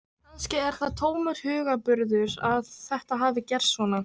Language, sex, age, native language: Icelandic, female, 13, Icelandic